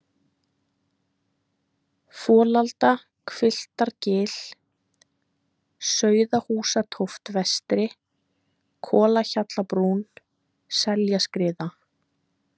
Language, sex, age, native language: Icelandic, female, 20-29, Icelandic